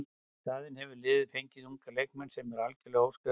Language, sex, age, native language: Icelandic, male, 60-69, Icelandic